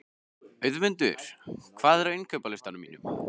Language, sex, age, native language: Icelandic, male, 15, Icelandic